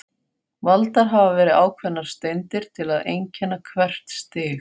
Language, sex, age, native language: Icelandic, female, 40-49, Faroese